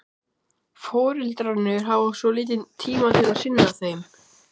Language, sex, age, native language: Icelandic, male, 12, Icelandic